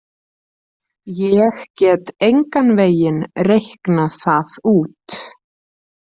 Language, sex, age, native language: Icelandic, female, 30-39, Icelandic